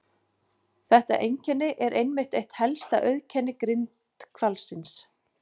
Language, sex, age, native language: Icelandic, female, 40-49, Icelandic